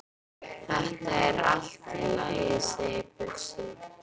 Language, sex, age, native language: Icelandic, female, 12, Icelandic